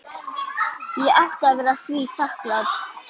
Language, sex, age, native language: Icelandic, female, 11, Icelandic